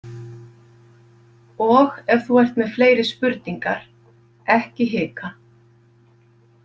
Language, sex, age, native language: Icelandic, female, 50-59, Icelandic